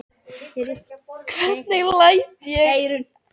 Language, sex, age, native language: Icelandic, female, 18-19, Icelandic